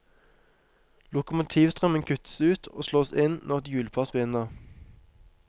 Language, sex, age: Norwegian, male, 23